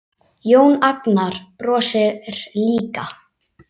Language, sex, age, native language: Icelandic, male, 8, Icelandic